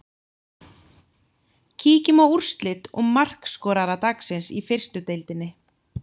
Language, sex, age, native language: Icelandic, female, 30-39, Icelandic